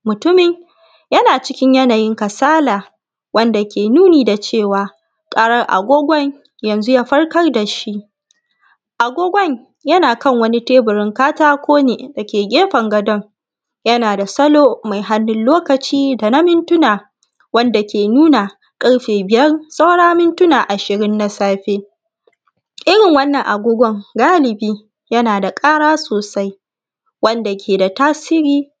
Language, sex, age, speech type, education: Hausa, female, 15-29, spontaneous, tertiary